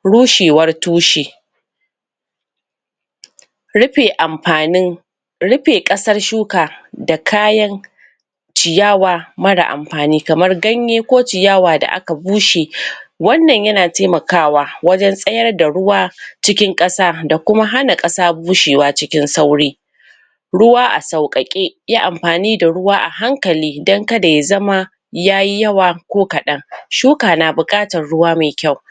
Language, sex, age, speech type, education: Hausa, female, 30-45, spontaneous, secondary